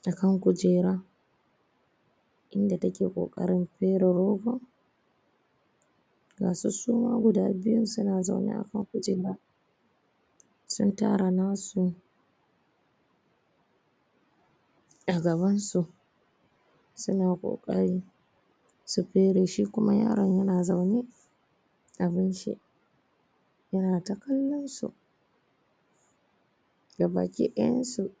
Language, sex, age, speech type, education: Hausa, female, 15-29, spontaneous, primary